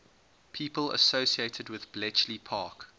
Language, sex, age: English, male, 21